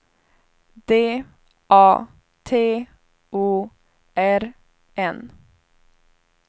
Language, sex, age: Swedish, female, 21